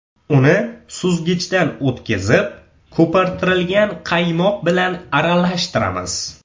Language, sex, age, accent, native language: Uzbek, male, 18-24, Samarqand, Uzbek